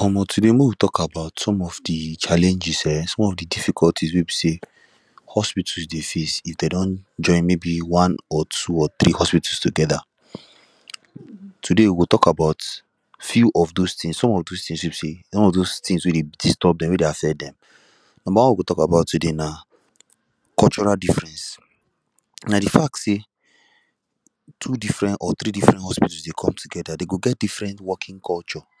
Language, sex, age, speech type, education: Nigerian Pidgin, male, 15-29, spontaneous, tertiary